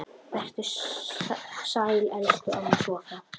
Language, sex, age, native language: Icelandic, female, 9, Icelandic